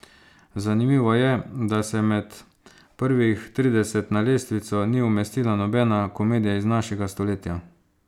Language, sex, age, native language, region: Slovenian, male, 30-49, Slovenian, Savinja region